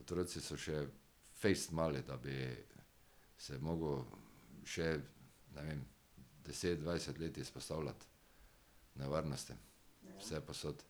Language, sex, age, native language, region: Slovenian, male, 60+, Slovenian, Drava region